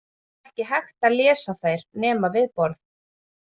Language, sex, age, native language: Icelandic, female, 30-39, Icelandic